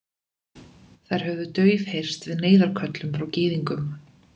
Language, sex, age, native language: Icelandic, female, 20-29, Icelandic